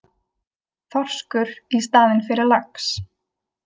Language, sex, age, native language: Icelandic, female, 20-29, Icelandic